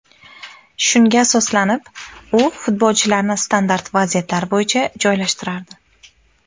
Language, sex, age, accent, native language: Uzbek, female, 19-29, Farg'ona, Uzbek